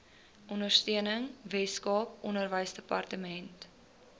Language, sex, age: Afrikaans, female, 20